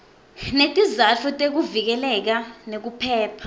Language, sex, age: Swati, female, 20